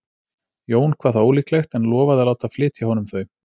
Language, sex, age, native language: Icelandic, male, 30-39, Icelandic